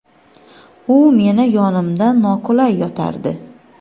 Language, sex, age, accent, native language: Uzbek, female, 25-34, Xorazm, Uzbek